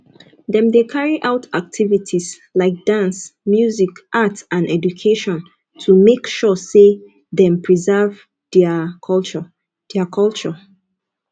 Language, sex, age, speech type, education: Nigerian Pidgin, female, 15-29, spontaneous, tertiary